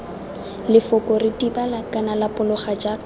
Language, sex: Tswana, female